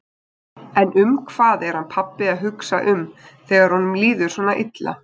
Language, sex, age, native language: Icelandic, female, 20-29, Icelandic